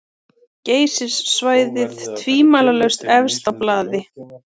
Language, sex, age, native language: Icelandic, female, 30-39, Icelandic